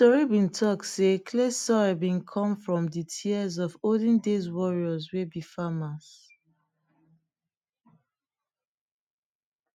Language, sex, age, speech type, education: Nigerian Pidgin, female, 30-45, spontaneous, tertiary